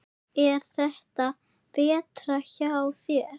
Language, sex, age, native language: Icelandic, female, 8, Icelandic